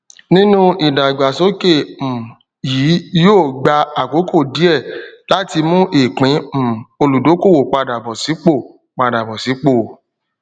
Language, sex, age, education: Yoruba, male, 30-45, tertiary